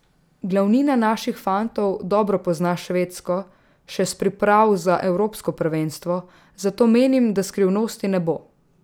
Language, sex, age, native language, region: Slovenian, female, 18-29, Slovenian, Drava region